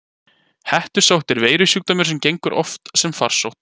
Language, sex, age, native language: Icelandic, male, 20-29, Icelandic